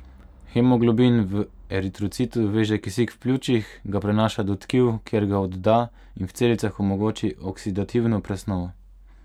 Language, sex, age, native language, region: Slovenian, male, 18-29, Slovenian, Pomurje region